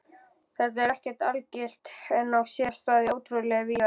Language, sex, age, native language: Icelandic, male, 11, Icelandic